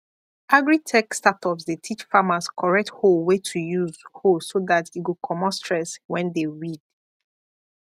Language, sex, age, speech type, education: Nigerian Pidgin, female, 15-29, spontaneous, tertiary